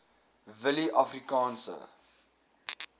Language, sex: Afrikaans, male